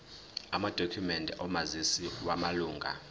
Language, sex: Zulu, male